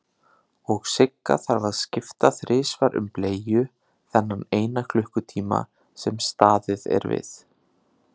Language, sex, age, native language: Icelandic, male, 30-39, Icelandic